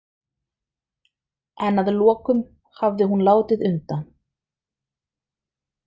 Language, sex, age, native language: Icelandic, female, 30-39, Icelandic